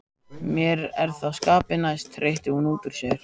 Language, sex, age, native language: Icelandic, male, 14, Icelandic